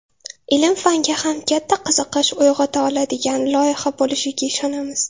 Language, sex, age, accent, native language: Uzbek, female, under 19, Toshkent shahri, Uzbek